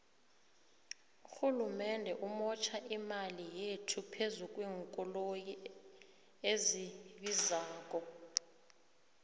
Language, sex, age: South Ndebele, female, 21